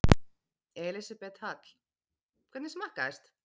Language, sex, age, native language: Icelandic, female, 30-39, Icelandic